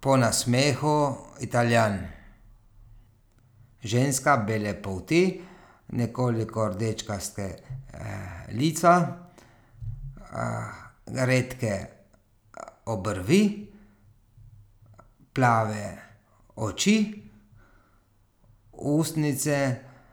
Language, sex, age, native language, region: Slovenian, male, 30-49, Slovenian, Gorica region